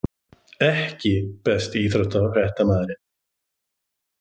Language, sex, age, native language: Icelandic, male, 30-39, Icelandic